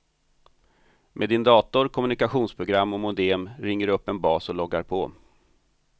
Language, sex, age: Swedish, male, 45